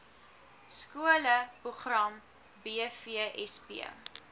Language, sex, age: Afrikaans, female, 19